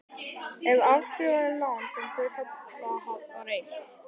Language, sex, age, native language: Icelandic, male, 12, Icelandic